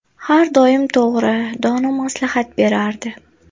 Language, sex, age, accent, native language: Uzbek, female, 19-29, Toshkent viloyati, Uzbek